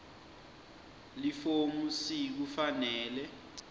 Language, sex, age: Swati, male, 20